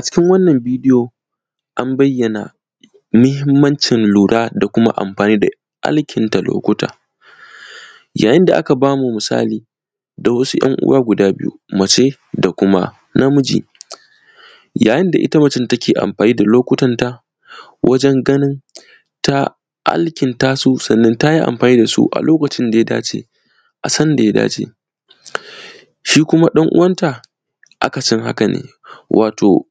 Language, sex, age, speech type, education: Hausa, male, 15-29, spontaneous, tertiary